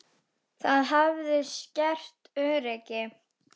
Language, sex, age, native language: Icelandic, female, 10, Icelandic